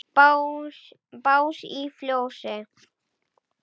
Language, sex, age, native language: Icelandic, male, 9, Icelandic